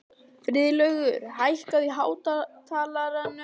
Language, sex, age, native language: Icelandic, female, 11, Icelandic